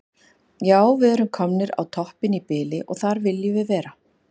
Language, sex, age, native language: Icelandic, female, 50-59, Icelandic